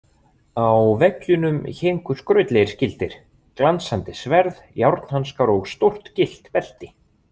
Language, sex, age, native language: Icelandic, male, 20-29, Icelandic